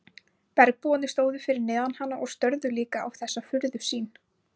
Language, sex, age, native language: Icelandic, female, 20-29, Icelandic